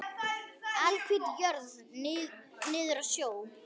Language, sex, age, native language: Icelandic, male, 10, Icelandic